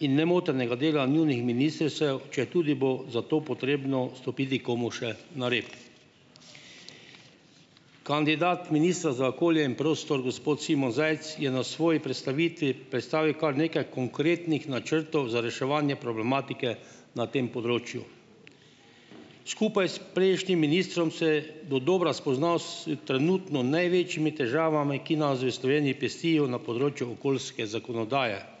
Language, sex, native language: Slovenian, male, Slovenian